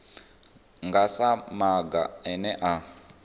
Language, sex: Venda, male